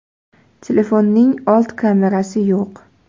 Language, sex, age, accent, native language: Uzbek, female, 19-29, Farg'ona, Uzbek